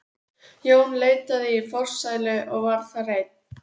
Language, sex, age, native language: Icelandic, female, 12, Icelandic